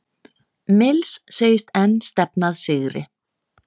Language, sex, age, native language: Icelandic, female, 30-39, Icelandic